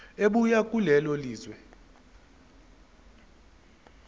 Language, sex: Zulu, male